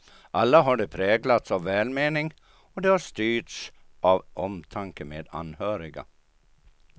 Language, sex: Swedish, male